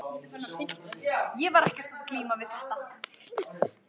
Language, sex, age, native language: Icelandic, female, 13, Icelandic